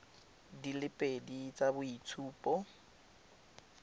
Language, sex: Tswana, male